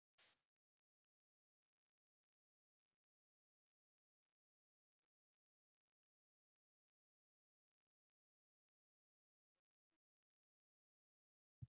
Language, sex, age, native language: Icelandic, male, 40-49, English